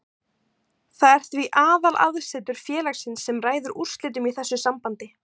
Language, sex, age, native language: Icelandic, female, 18-19, Icelandic